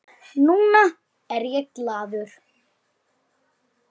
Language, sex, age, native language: Icelandic, male, 8, Icelandic